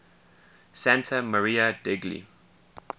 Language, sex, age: English, male, 20